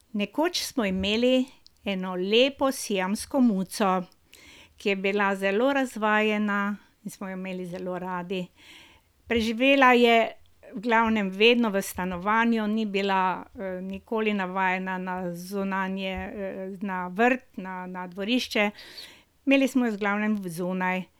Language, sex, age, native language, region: Slovenian, female, 60+, Slovenian, Drava region